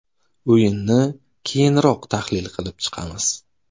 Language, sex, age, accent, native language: Uzbek, male, 25-34, Navoiy, Uzbek